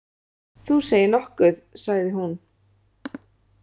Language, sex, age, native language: Icelandic, female, 30-39, Icelandic